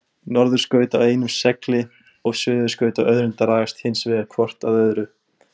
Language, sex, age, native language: Icelandic, male, 20-29, Icelandic